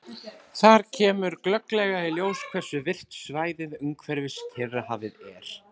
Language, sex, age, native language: Icelandic, female, 20-29, Icelandic